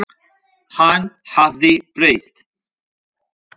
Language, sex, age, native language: Icelandic, male, 5, Spanish